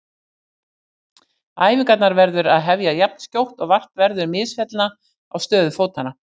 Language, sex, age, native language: Icelandic, female, 60-69, Icelandic